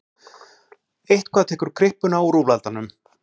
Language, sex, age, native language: Icelandic, male, 40-49, Icelandic